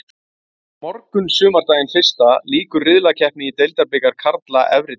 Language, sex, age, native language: Icelandic, male, 40-49, Icelandic